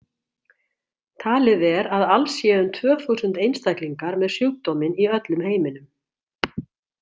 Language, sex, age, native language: Icelandic, female, 60-69, Icelandic